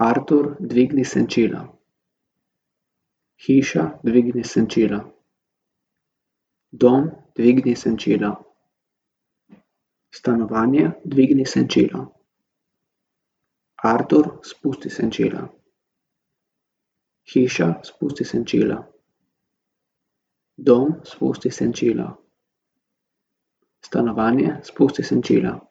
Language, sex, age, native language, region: Slovenian, male, 18-29, Slovenian, Gorica region